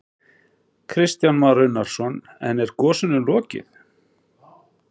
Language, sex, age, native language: Icelandic, male, 40-49, Icelandic